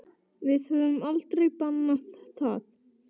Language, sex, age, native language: Icelandic, male, 9, Icelandic